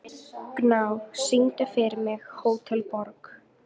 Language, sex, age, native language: Icelandic, female, 18-19, Icelandic